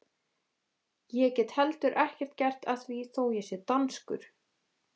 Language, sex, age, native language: Icelandic, female, 20-29, Icelandic